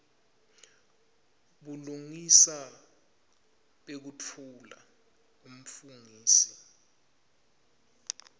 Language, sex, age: Swati, male, 25